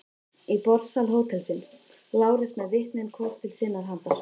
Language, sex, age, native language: Icelandic, female, 13, Icelandic